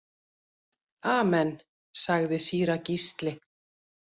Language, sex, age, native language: Icelandic, female, 50-59, Icelandic